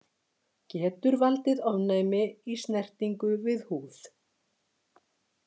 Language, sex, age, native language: Icelandic, female, 60-69, Icelandic